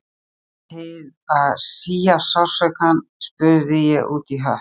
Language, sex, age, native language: Icelandic, female, 50-59, Icelandic